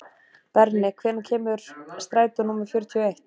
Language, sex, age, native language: Icelandic, female, 30-39, Icelandic